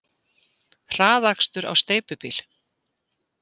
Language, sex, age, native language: Icelandic, female, 60-69, Icelandic